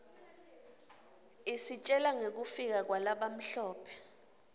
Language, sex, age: Swati, female, 26